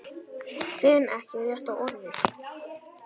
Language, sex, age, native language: Icelandic, male, 10, Icelandic